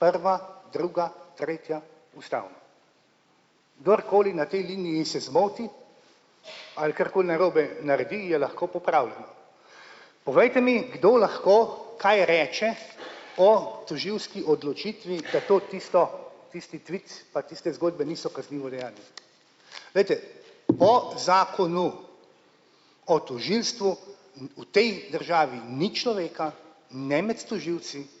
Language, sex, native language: Slovenian, male, Slovenian